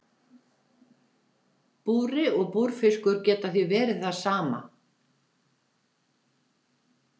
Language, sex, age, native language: Icelandic, female, 70-79, Icelandic